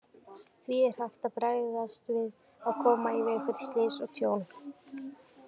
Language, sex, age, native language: Icelandic, female, 18-19, Icelandic